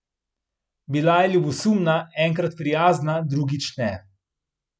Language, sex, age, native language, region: Slovenian, male, 30-49, Slovenian, Central Slovenia